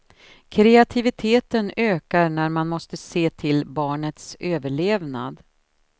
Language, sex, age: Swedish, female, 53